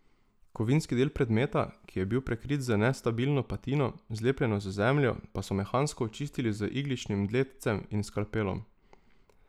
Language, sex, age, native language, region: Slovenian, male, 18-29, Slovenian, Drava region